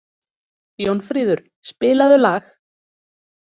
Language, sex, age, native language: Icelandic, female, 30-39, Icelandic